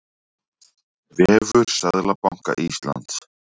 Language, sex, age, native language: Icelandic, male, 40-49, Icelandic